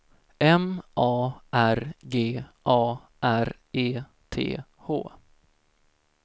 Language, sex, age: Swedish, male, 17